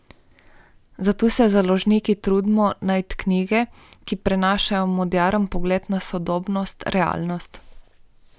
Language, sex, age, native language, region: Slovenian, female, 18-29, Slovenian, Primorsko-notranjska region